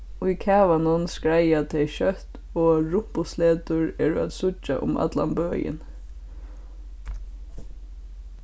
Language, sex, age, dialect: Faroese, female, 15-35, Suðurstreymoy